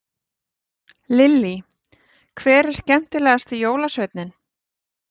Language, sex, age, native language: Icelandic, female, 40-49, Icelandic